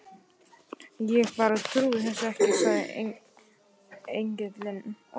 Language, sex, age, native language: Icelandic, male, 12, Icelandic